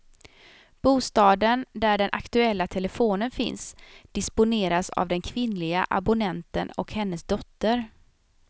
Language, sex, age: Swedish, female, 27